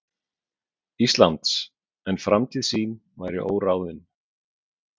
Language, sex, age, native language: Icelandic, male, 40-49, Icelandic